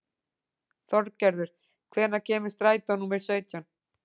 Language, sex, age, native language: Icelandic, female, 40-49, Icelandic